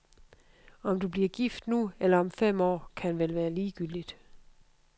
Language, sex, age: Danish, female, 52